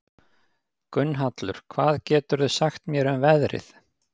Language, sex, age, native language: Icelandic, male, 50-59, Icelandic